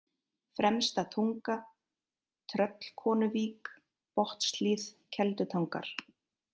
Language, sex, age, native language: Icelandic, female, 30-39, Icelandic